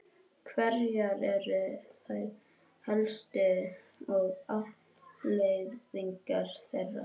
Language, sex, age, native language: Icelandic, male, 21, Icelandic